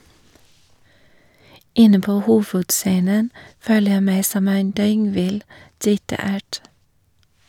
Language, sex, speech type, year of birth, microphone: Norwegian, female, read, 1961, Shure